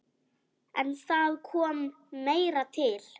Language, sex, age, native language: Icelandic, female, 10, Icelandic